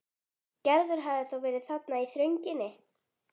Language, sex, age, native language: Icelandic, female, 12, Icelandic